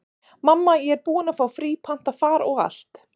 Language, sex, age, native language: Icelandic, female, 30-39, Icelandic